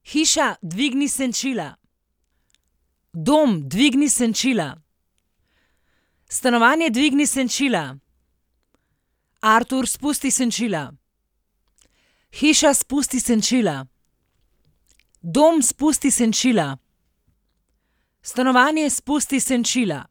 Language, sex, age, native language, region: Slovenian, female, 30-49, Slovenian, Central Slovenia